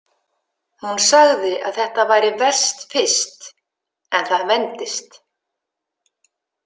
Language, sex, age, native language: Icelandic, female, 50-59, Icelandic